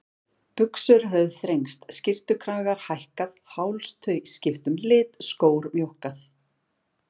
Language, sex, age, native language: Icelandic, female, 40-49, Icelandic